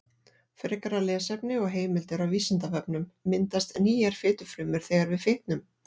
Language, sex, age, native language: Icelandic, female, 40-49, Icelandic